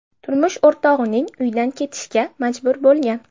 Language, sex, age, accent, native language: Uzbek, female, 12-17, Namangan, Uzbek